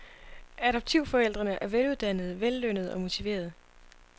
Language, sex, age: Danish, female, 25